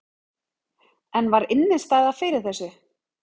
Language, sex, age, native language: Icelandic, female, 30-39, Icelandic